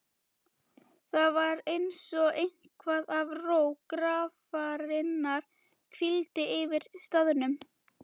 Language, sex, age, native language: Icelandic, female, 12, Icelandic